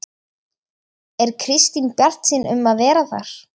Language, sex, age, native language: Icelandic, female, 13, Icelandic